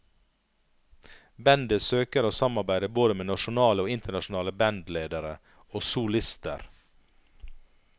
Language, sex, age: Norwegian, male, 39